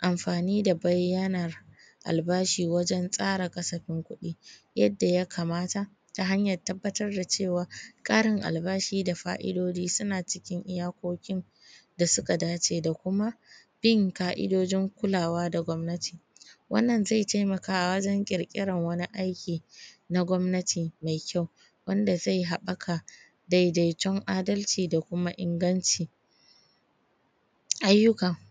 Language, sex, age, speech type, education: Hausa, female, 15-29, spontaneous, primary